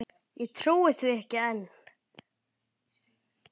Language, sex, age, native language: Icelandic, male, 8, Icelandic